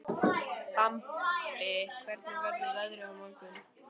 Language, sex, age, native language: Icelandic, female, 12, Icelandic